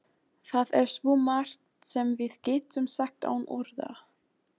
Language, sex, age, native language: Icelandic, female, 20-29, German